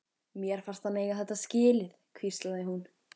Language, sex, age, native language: Icelandic, female, 14, Icelandic